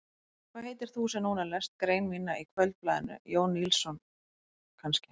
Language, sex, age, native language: Icelandic, female, 20-29, Icelandic